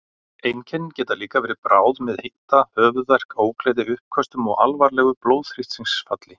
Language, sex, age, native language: Icelandic, male, 40-49, Icelandic